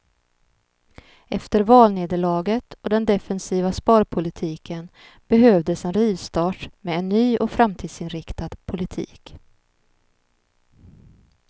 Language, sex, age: Swedish, female, 39